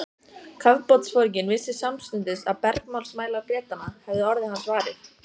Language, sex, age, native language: Icelandic, female, 14, Icelandic